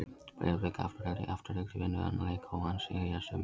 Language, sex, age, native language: Icelandic, male, 20-29, Icelandic